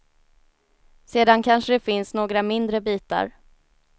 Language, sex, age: Swedish, female, 19